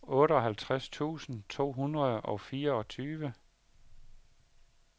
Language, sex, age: Danish, male, 51